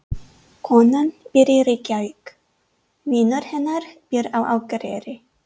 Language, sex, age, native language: Icelandic, female, 30-39, English